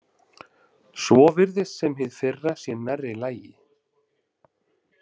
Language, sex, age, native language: Icelandic, male, 40-49, Icelandic